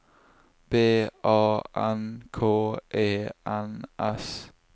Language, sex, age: Norwegian, male, 24